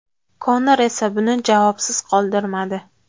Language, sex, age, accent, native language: Uzbek, female, 19-29, Farg'ona, Uzbek